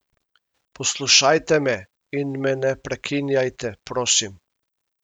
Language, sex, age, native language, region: Slovenian, male, 50-59, Slovenian, Primorsko-notranjska region